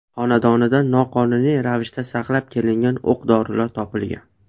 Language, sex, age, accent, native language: Uzbek, male, 19-29, Andijon, Uzbek